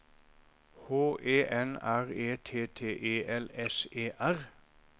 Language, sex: Norwegian, male